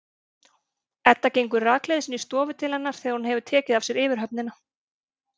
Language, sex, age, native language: Icelandic, female, 30-39, Icelandic